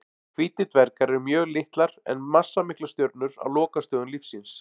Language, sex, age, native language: Icelandic, male, 40-49, Icelandic